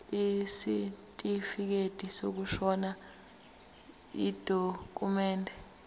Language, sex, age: Zulu, female, 19